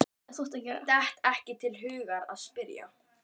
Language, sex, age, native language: Icelandic, female, 12, Icelandic